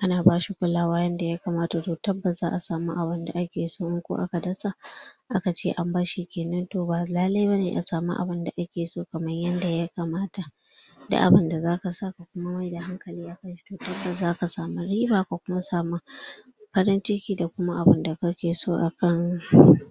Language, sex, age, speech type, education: Hausa, female, 46-60, spontaneous, tertiary